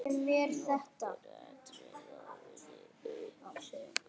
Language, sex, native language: Icelandic, female, Icelandic